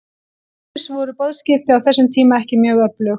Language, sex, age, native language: Icelandic, female, 18-19, Icelandic